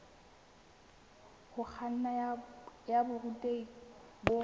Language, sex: Southern Sotho, female